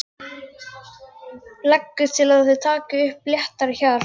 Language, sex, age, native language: Icelandic, other, 12, Icelandic